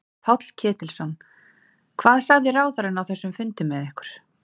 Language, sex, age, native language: Icelandic, female, 30-39, Icelandic